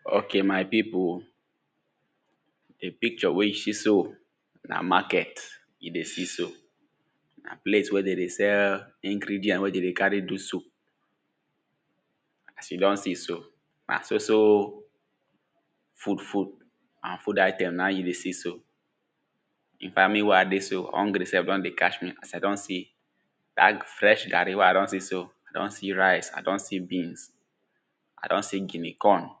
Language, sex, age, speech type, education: Nigerian Pidgin, male, 15-29, spontaneous, tertiary